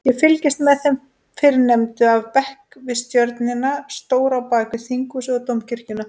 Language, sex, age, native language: Icelandic, female, 20-29, Icelandic